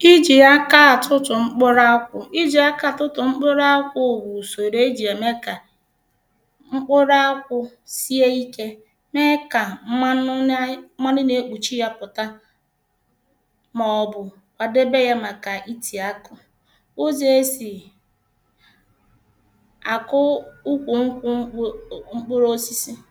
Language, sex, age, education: Igbo, female, 30-45, primary